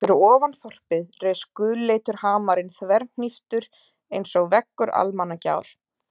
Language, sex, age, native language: Icelandic, female, 30-39, Icelandic